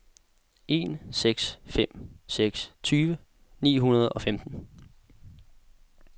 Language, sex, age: Danish, male, 18